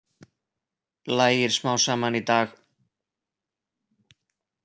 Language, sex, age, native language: Icelandic, male, 40-49, Icelandic